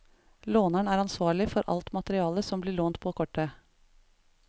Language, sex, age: Norwegian, female, 33